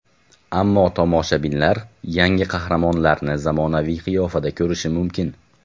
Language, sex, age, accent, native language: Uzbek, male, 18-24, Andijon, Uzbek